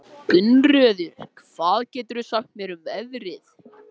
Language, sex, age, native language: Icelandic, male, 14, Icelandic